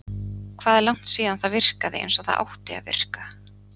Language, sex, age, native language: Icelandic, female, 30-39, Icelandic